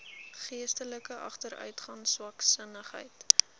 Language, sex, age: Afrikaans, female, 19